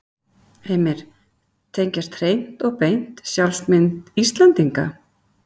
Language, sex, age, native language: Icelandic, female, 50-59, Icelandic